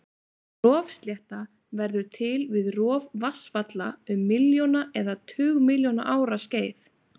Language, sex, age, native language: Icelandic, female, 20-29, Icelandic